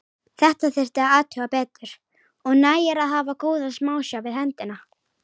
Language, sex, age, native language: Icelandic, female, 18-19, Icelandic